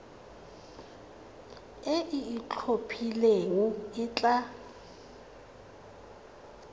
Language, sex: Tswana, female